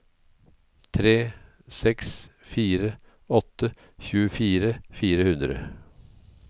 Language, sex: Norwegian, male